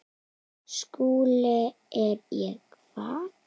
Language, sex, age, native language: Icelandic, female, 9, Icelandic